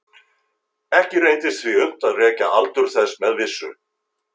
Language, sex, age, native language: Icelandic, male, 50-59, Icelandic